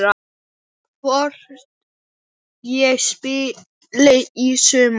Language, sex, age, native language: Icelandic, male, 8, Icelandic